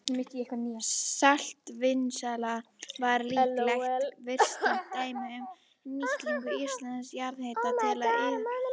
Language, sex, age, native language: Icelandic, female, 50-59, Icelandic